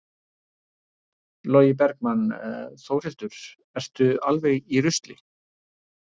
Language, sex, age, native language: Icelandic, male, 60-69, Icelandic